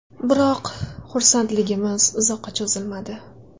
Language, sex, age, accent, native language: Uzbek, female, 19-29, Qashqadaryo, Uzbek